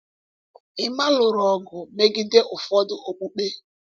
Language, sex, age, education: Igbo, female, 15-29, tertiary